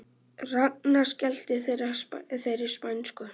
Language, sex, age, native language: Icelandic, male, 18-19, Icelandic